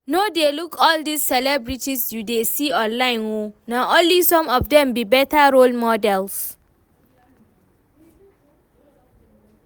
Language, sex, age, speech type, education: Nigerian Pidgin, female, 15-29, read, tertiary